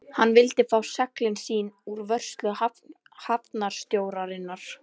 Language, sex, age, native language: Icelandic, female, 11, Icelandic